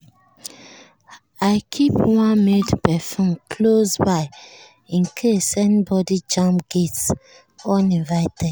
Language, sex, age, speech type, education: Nigerian Pidgin, female, 30-45, spontaneous, tertiary